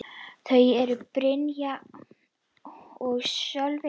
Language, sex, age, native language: Icelandic, female, 10, Icelandic